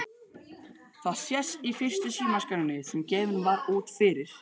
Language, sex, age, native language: Icelandic, male, 12, Icelandic